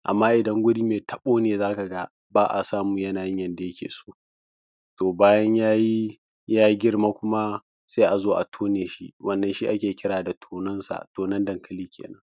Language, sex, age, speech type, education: Hausa, male, 15-29, spontaneous, primary